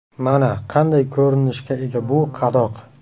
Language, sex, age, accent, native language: Uzbek, male, 18-24, Qashqadaryo, Uzbek